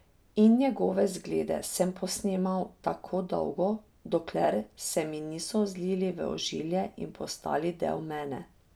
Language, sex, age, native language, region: Slovenian, female, 30-49, Slovenian, Drava region